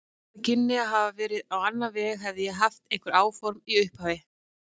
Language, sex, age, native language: Icelandic, female, 30-39, Icelandic